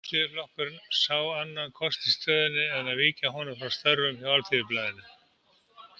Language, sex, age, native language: Icelandic, male, 70-79, Icelandic